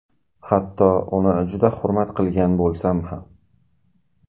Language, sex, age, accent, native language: Uzbek, male, 18-24, Qashqadaryo, Uzbek